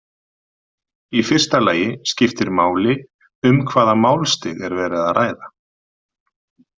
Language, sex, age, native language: Icelandic, male, 40-49, Icelandic